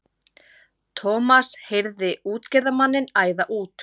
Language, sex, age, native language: Icelandic, female, 40-49, Icelandic